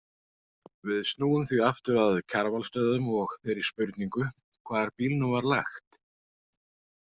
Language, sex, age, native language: Icelandic, male, 40-49, Icelandic